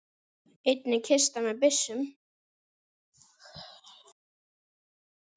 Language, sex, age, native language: Icelandic, female, 9, Icelandic